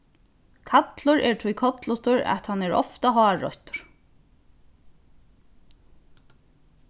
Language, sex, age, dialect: Faroese, female, 15-35, Norðurstreymoy/Eysturoy